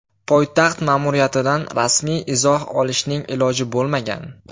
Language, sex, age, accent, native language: Uzbek, male, 18-24, Farg'ona, Uzbek